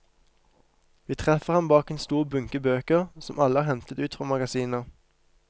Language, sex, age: Norwegian, male, 23